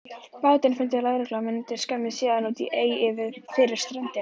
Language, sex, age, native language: Icelandic, female, 11, Icelandic